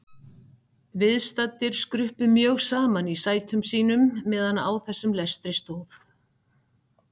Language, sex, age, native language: Icelandic, female, 60-69, Icelandic